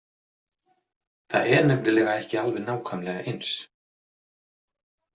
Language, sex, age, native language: Icelandic, male, 40-49, Icelandic